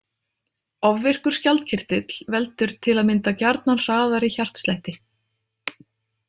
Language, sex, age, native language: Icelandic, female, 30-39, Icelandic